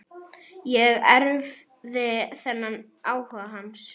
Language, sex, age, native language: Icelandic, female, 9, Icelandic